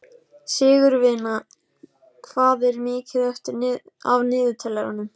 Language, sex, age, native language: Icelandic, male, 14, Icelandic